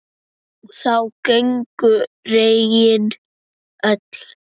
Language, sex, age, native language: Icelandic, male, 9, Icelandic